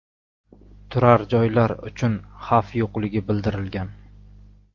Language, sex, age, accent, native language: Uzbek, male, 18-24, Samarqand, Uzbek